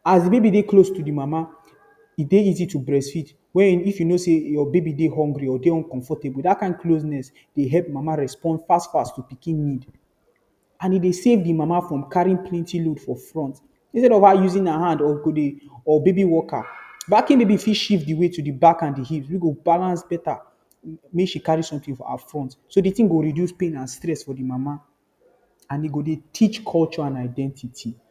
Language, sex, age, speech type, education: Nigerian Pidgin, male, 15-29, spontaneous, tertiary